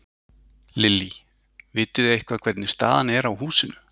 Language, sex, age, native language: Icelandic, male, 40-49, Icelandic